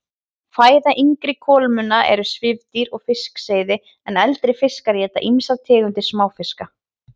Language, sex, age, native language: Icelandic, female, 30-39, Icelandic